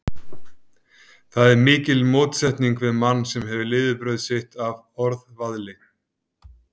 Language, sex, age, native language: Icelandic, male, 50-59, Icelandic